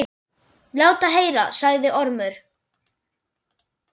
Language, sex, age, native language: Icelandic, male, 10, Icelandic